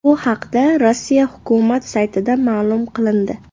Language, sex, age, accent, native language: Uzbek, female, 18-24, Namangan, Uzbek